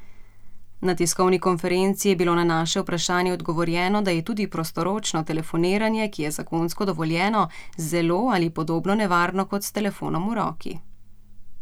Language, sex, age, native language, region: Slovenian, female, 30-49, Slovenian, Central Slovenia